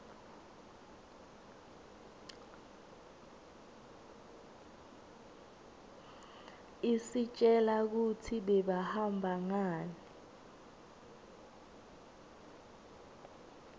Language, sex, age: Swati, female, 20